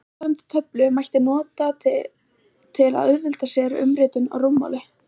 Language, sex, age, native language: Icelandic, female, 20-29, Icelandic